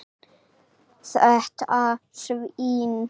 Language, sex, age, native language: Icelandic, female, 8, Icelandic